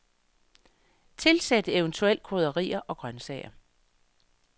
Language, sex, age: Danish, female, 58